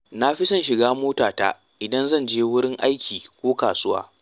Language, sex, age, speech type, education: Hausa, male, 15-29, read, tertiary